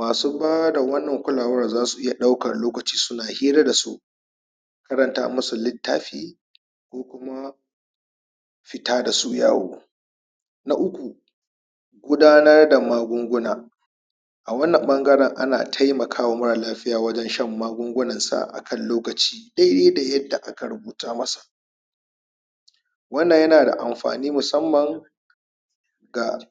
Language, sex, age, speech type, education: Hausa, male, 30-45, spontaneous, tertiary